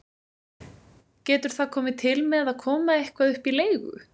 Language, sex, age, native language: Icelandic, female, 20-29, Icelandic